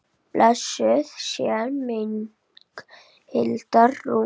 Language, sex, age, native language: Icelandic, female, 8, Icelandic